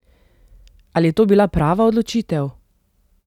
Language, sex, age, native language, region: Slovenian, female, 30-49, Slovenian, Central Slovenia